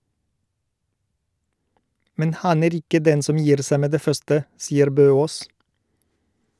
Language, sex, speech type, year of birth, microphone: Norwegian, male, read, 1972, Shure